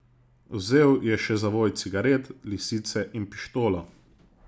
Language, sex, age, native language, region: Slovenian, male, 30-49, Slovenian, Zasavska region